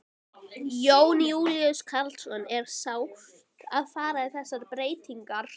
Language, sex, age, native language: Icelandic, female, 12, Icelandic